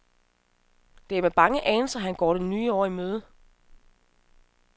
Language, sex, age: Danish, female, 27